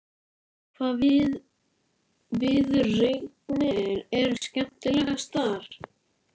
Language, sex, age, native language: Icelandic, male, 11, Icelandic